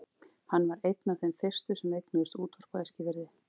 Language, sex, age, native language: Icelandic, female, 40-49, Icelandic